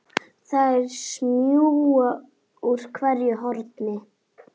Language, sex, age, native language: Icelandic, female, 9, Icelandic